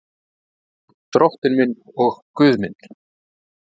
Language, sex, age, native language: Icelandic, male, 30-39, Icelandic